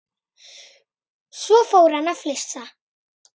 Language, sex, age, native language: Icelandic, female, 9, Icelandic